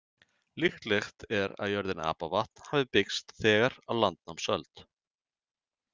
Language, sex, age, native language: Icelandic, male, 30-39, Icelandic